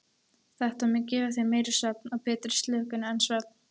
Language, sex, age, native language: Icelandic, female, 13, Icelandic